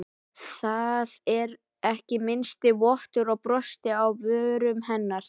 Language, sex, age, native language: Icelandic, male, 12, Icelandic